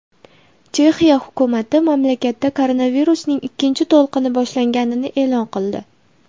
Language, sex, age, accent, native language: Uzbek, female, 19-29, Andijon, Uzbek